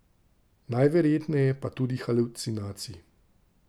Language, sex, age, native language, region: Slovenian, male, 30-49, Slovenian, Drava region